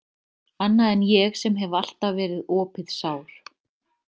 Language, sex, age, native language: Icelandic, female, 30-39, Icelandic